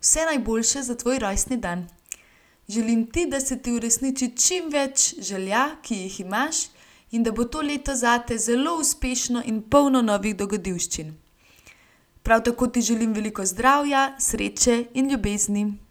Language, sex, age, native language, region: Slovenian, female, 18-29, Slovenian, Gorenjska region